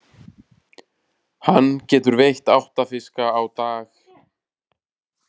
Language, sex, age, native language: Icelandic, male, 30-39, Icelandic